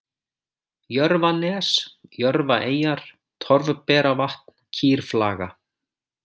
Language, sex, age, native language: Icelandic, male, 40-49, Icelandic